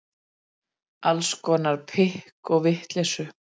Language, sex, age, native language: Icelandic, female, 40-49, Icelandic